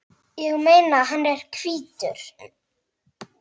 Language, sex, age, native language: Icelandic, male, 8, Icelandic